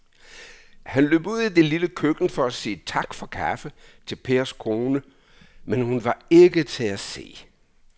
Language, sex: Danish, male